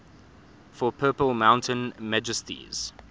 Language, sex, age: English, male, 24